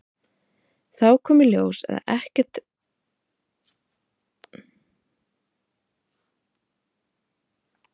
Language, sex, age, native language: Icelandic, female, 30-39, Icelandic